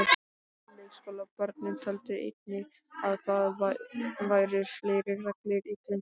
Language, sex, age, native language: Icelandic, male, 12, Icelandic